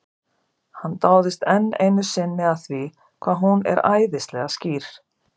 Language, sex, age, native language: Icelandic, female, 50-59, Icelandic